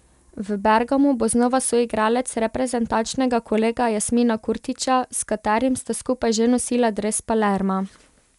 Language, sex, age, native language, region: Slovenian, female, 18-29, Slovenian, Pomurje region